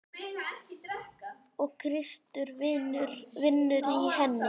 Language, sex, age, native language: Icelandic, male, 10, Icelandic